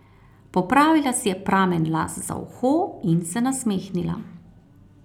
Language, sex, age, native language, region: Slovenian, female, 30-49, Slovenian, Carinthia region